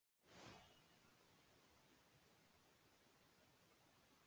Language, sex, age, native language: Icelandic, female, 40-49, Icelandic